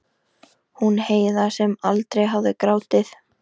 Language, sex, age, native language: Icelandic, female, 13, Icelandic